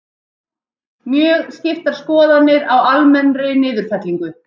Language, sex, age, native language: Icelandic, female, 30-39, Icelandic